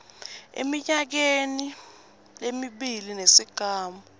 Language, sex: Swati, female